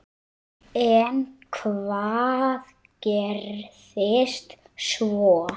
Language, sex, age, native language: Icelandic, male, 9, Icelandic